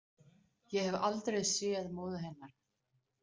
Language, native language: Icelandic, Danish